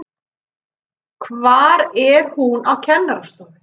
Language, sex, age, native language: Icelandic, female, 30-39, Icelandic